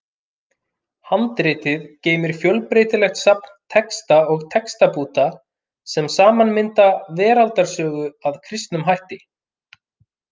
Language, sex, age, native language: Icelandic, male, 30-39, Icelandic